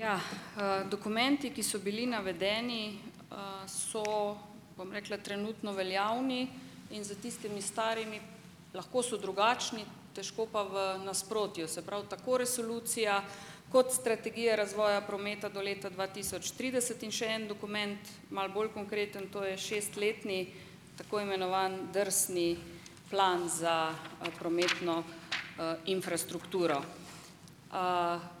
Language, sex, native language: Slovenian, female, Slovenian